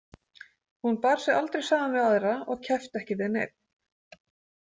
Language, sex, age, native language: Icelandic, female, 40-49, Icelandic